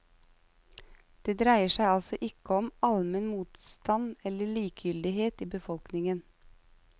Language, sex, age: Norwegian, female, 35